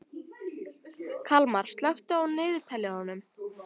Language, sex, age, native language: Icelandic, female, 13, Icelandic